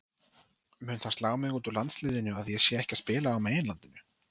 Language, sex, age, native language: Icelandic, male, 30-39, Icelandic